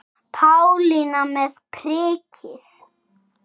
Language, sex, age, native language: Icelandic, male, 6, Icelandic